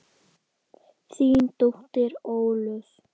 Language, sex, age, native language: Icelandic, female, 10, Icelandic